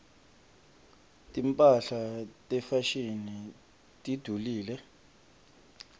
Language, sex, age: Swati, male, 25